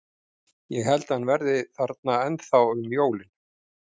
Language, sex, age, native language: Icelandic, male, 50-59, Icelandic